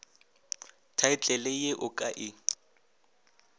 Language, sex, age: Northern Sotho, male, 20